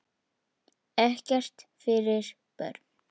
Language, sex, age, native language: Icelandic, male, 8, Icelandic